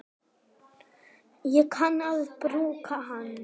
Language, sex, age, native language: Icelandic, male, 9, Icelandic